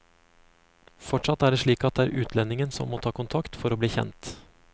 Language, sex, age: Norwegian, male, 35